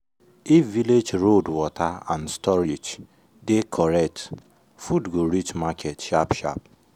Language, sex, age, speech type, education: Nigerian Pidgin, male, 15-29, spontaneous, tertiary